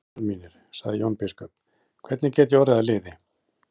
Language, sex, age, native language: Icelandic, male, 40-49, Icelandic